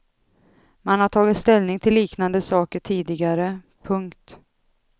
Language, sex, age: Swedish, female, 32